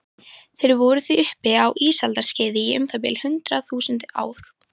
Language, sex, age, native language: Icelandic, female, 18-19, Icelandic